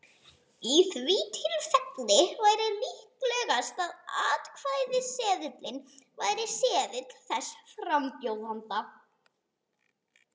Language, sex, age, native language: Icelandic, female, 20-29, Icelandic